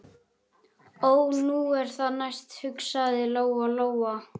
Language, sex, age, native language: Icelandic, male, 11, Icelandic